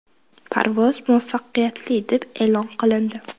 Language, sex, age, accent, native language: Uzbek, female, 19-29, Qashqadaryo, Uzbek